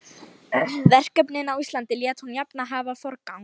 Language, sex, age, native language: Icelandic, female, 18-19, Lithuanian